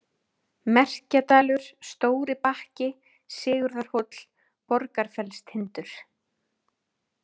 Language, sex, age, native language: Icelandic, female, 30-39, Icelandic